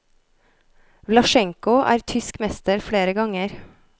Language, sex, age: Norwegian, female, 33